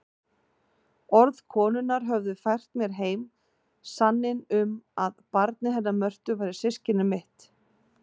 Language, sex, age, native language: Icelandic, female, 40-49, Icelandic